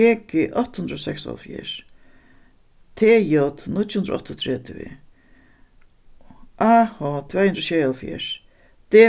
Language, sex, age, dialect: Faroese, female, 61+, Suðuroy